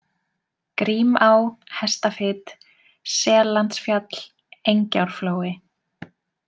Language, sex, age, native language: Icelandic, female, 20-29, Icelandic